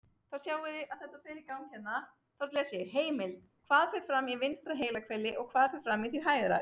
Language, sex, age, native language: Icelandic, female, 30-39, Icelandic